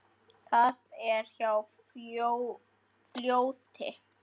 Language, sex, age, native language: Icelandic, male, 10, Icelandic